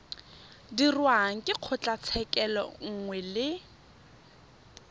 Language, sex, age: Tswana, female, 25